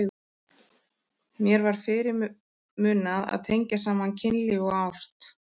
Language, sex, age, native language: Icelandic, male, 13, Icelandic